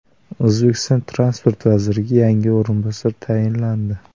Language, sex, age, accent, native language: Uzbek, male, 18-24, Toshkent viloyati, Uzbek